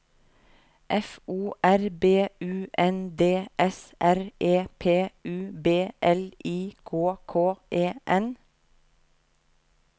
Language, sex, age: Norwegian, female, 30